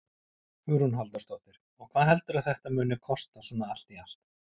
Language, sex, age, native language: Icelandic, male, 40-49, Icelandic